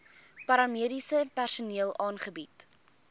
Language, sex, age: Afrikaans, female, 21